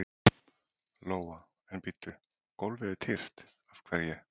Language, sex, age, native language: Icelandic, male, 40-49, Icelandic